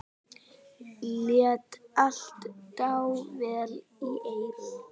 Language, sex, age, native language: Icelandic, female, 9, Icelandic